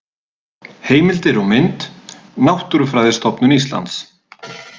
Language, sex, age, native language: Icelandic, male, 30-39, Icelandic